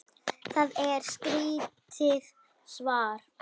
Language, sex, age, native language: Icelandic, female, 9, Icelandic